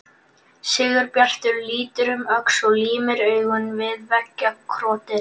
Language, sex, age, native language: Icelandic, male, 11, Icelandic